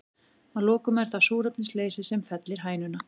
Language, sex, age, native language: Icelandic, female, 40-49, Icelandic